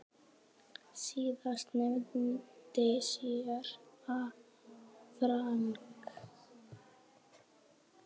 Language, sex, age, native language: Icelandic, male, 10, Icelandic